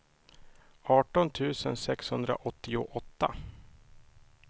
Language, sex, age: Swedish, male, 31